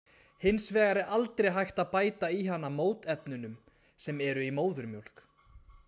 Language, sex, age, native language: Icelandic, male, 20-29, Icelandic